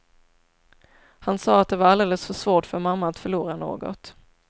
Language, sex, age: Swedish, female, 27